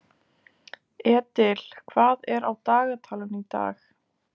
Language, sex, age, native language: Icelandic, female, 20-29, Icelandic